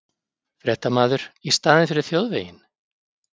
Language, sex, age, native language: Icelandic, male, 50-59, Icelandic